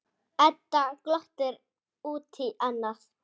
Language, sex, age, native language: Icelandic, female, 8, Icelandic